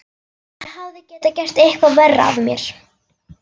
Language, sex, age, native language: Icelandic, female, 11, Icelandic